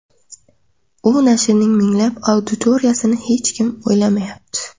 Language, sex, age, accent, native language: Uzbek, female, 18-24, Qoraqalpog'iston, Uzbek